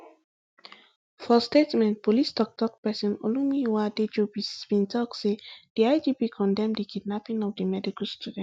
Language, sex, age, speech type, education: Nigerian Pidgin, female, 15-29, spontaneous, tertiary